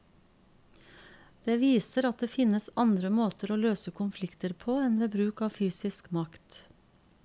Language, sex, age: Norwegian, female, 50